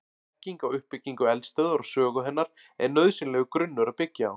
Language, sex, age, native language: Icelandic, male, 40-49, Icelandic